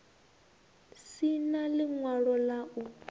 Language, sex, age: Venda, female, 21